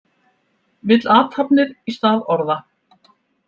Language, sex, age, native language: Icelandic, female, 70-79, Icelandic